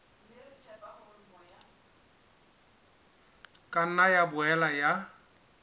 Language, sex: Southern Sotho, male